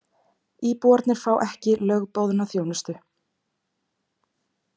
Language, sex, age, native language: Icelandic, female, 20-29, Icelandic